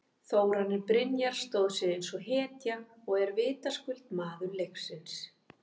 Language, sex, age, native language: Icelandic, female, 50-59, Icelandic